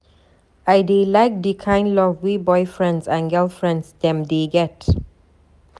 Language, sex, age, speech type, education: Nigerian Pidgin, female, 30-45, read, tertiary